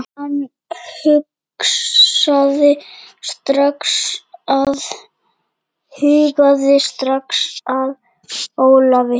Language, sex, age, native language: Icelandic, female, 8, Icelandic